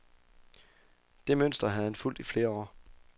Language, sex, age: Danish, male, 24